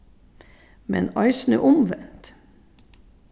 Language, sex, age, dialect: Faroese, female, 36-60, Suðurstreymoy